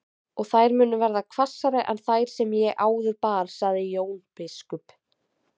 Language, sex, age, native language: Icelandic, female, 20-29, Icelandic